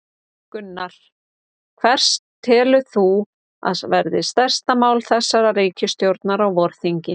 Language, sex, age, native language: Icelandic, female, 30-39, Icelandic